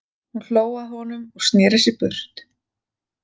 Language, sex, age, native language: Icelandic, female, 40-49, Icelandic